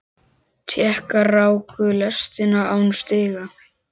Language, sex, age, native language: Icelandic, male, 10, Icelandic